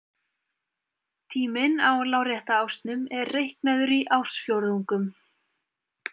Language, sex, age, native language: Icelandic, female, 20-29, Icelandic